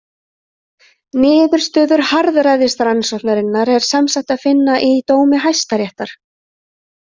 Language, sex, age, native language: Icelandic, female, 30-39, Icelandic